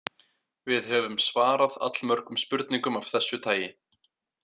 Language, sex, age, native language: Icelandic, male, 18-19, Icelandic